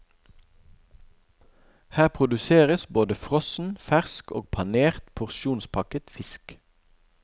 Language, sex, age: Norwegian, male, 41